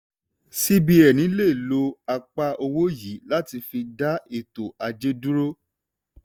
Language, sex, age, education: Yoruba, male, 15-29, tertiary